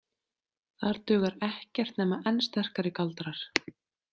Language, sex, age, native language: Icelandic, female, 30-39, Icelandic